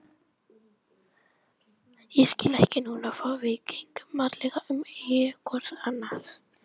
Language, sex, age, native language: Icelandic, female, 18-19, Icelandic